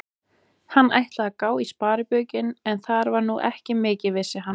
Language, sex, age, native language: Icelandic, male, 20-29, Icelandic